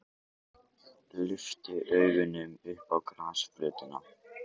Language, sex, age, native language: Icelandic, male, 18-19, Icelandic